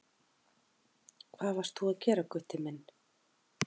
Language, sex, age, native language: Icelandic, female, 40-49, Icelandic